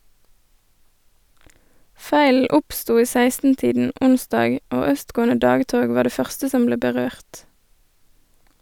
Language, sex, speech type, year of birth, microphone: Norwegian, female, read, 1988, Sennheiser